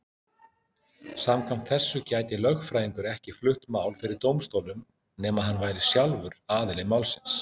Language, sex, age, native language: Icelandic, male, 40-49, Icelandic